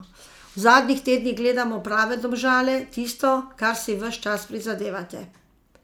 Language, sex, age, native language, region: Slovenian, female, 50-59, Slovenian, Zasavska region